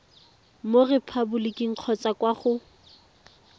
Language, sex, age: Tswana, female, 18